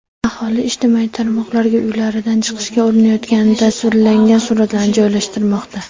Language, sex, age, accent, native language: Uzbek, female, 40-49, Andijon, Uzbek